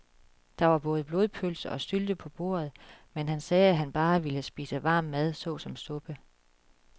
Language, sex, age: Danish, female, 36